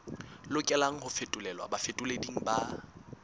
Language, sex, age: Southern Sotho, male, 19